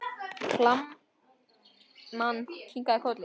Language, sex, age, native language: Icelandic, male, 10, Icelandic